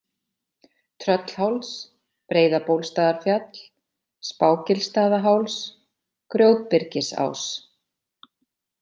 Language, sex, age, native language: Icelandic, female, 40-49, Icelandic